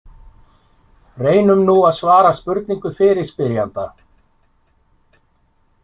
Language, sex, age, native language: Icelandic, male, 50-59, Icelandic